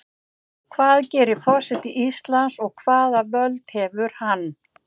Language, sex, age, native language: Icelandic, female, 50-59, Icelandic